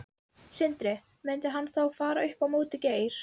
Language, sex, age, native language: Icelandic, female, 12, Icelandic